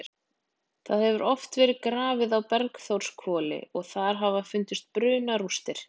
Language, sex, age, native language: Icelandic, female, 20-29, Icelandic